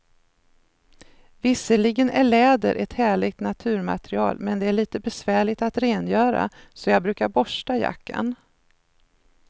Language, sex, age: Swedish, female, 53